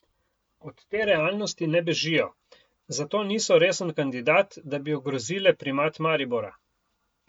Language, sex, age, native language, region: Slovenian, male, 50-59, Slovenian, Coastal Karst region